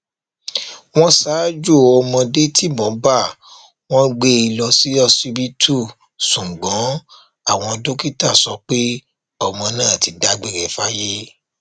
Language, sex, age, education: Yoruba, male, 30-45, tertiary